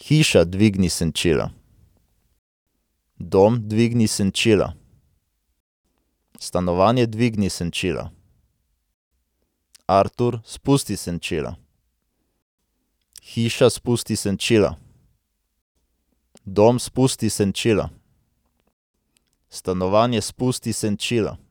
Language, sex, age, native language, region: Slovenian, male, 18-29, Slovenian, Central Slovenia